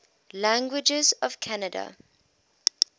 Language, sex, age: English, female, 21